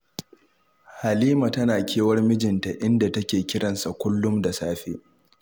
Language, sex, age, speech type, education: Hausa, male, 15-29, read, tertiary